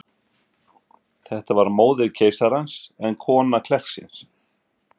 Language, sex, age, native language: Icelandic, male, 50-59, Icelandic